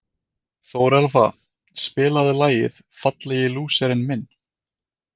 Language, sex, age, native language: Icelandic, male, 20-29, Icelandic